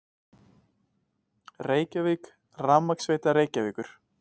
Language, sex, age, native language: Icelandic, male, 20-29, Icelandic